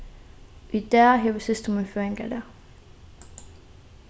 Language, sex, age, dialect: Faroese, female, 15-35, Norðurstreymoy/Eysturoy